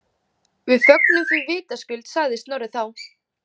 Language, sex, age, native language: Icelandic, female, 18-19, Icelandic